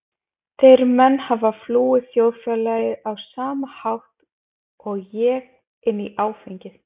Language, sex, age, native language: Icelandic, female, 20-29, Icelandic